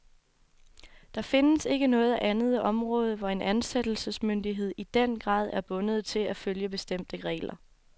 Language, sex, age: Danish, female, 24